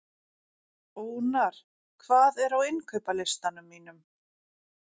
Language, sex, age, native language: Icelandic, female, 40-49, Icelandic